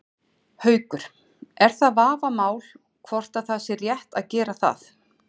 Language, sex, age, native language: Icelandic, female, 40-49, Icelandic